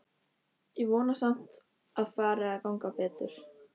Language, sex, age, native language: Icelandic, female, 13, Icelandic